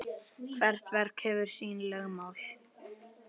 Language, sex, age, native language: Icelandic, male, 10, Icelandic